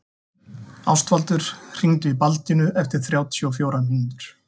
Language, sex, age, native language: Icelandic, male, 40-49, Icelandic